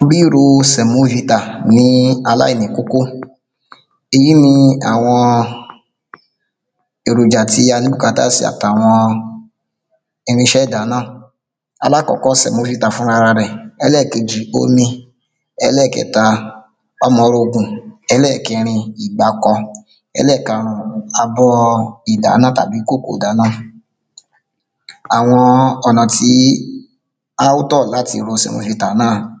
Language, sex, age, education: Yoruba, male, 30-45, secondary